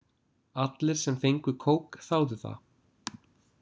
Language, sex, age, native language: Icelandic, male, 20-29, English